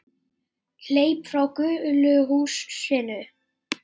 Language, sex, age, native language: Icelandic, male, 8, Icelandic